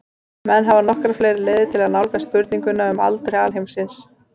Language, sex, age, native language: Icelandic, female, 30-39, Icelandic